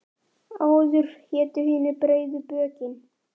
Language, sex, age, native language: Icelandic, male, 9, Icelandic